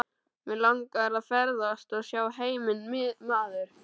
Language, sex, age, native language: Icelandic, male, 12, Icelandic